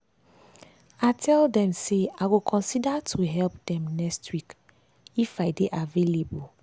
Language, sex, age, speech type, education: Nigerian Pidgin, female, 15-29, spontaneous, tertiary